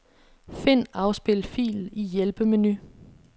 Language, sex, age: Danish, female, 26